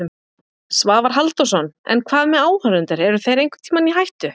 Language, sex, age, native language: Icelandic, female, 40-49, Icelandic